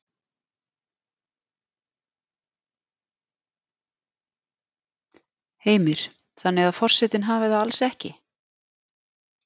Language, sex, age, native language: Icelandic, female, 40-49, Icelandic